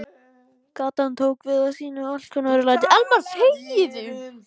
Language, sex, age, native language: Icelandic, male, 14, Icelandic